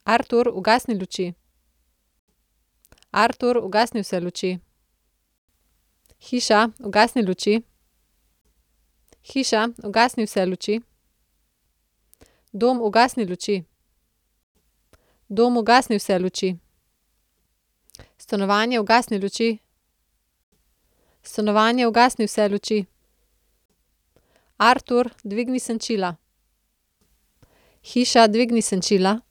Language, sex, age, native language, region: Slovenian, female, 30-49, Slovenian, Central Slovenia